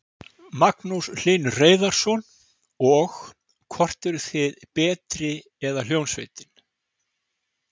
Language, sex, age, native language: Icelandic, male, 60-69, Icelandic